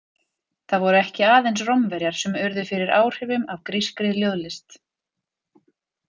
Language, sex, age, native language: Icelandic, female, 40-49, Icelandic